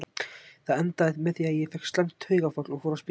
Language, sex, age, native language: Icelandic, male, 18-19, Icelandic